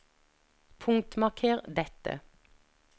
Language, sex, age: Norwegian, female, 49